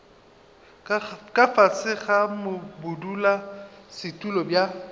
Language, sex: Northern Sotho, male